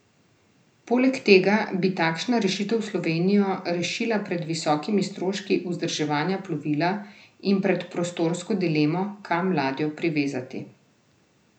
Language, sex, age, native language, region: Slovenian, female, 30-49, Slovenian, Central Slovenia